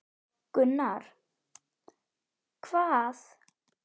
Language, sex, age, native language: Icelandic, female, 10, Icelandic